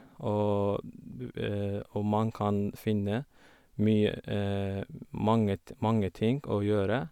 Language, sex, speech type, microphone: Norwegian, female, spontaneous, Sennheiser